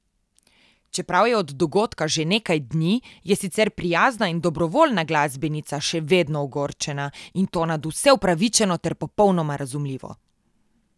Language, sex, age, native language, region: Slovenian, female, 18-29, Slovenian, Coastal Karst region